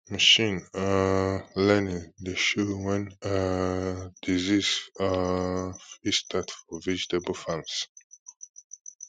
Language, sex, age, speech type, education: Nigerian Pidgin, male, 15-29, spontaneous, tertiary